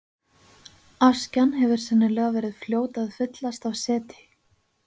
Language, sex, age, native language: Icelandic, female, 20-29, Icelandic